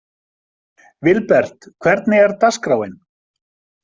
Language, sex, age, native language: Icelandic, male, 50-59, Icelandic